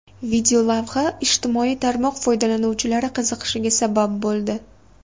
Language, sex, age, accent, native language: Uzbek, female, 18-24, Farg'ona, Uzbek